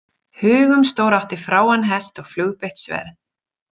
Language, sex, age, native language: Icelandic, female, 40-49, Icelandic